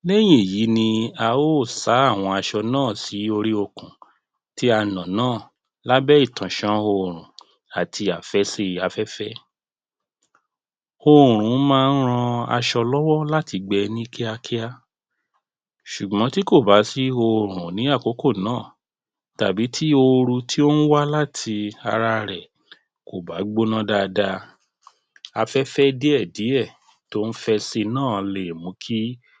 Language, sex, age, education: Yoruba, male, 30-45, tertiary